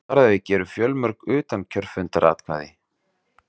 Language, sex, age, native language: Icelandic, male, 30-39, Icelandic